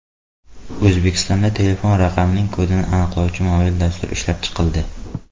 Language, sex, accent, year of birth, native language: Uzbek, male, Xorazm, 2002, Uzbek